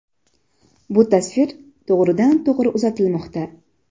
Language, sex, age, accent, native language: Uzbek, female, 12-17, Jizzax, Uzbek